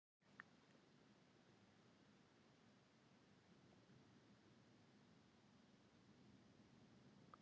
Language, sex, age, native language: Icelandic, female, 40-49, Icelandic